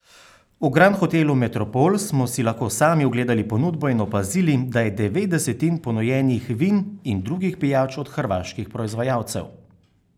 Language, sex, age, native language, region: Slovenian, male, 30-49, Slovenian, Carinthia region